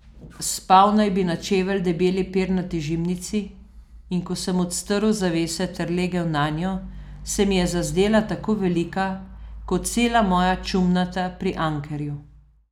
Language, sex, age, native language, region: Slovenian, female, 50-59, Slovenian, Southeast Slovenia